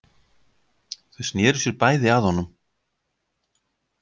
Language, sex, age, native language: Icelandic, male, 50-59, Icelandic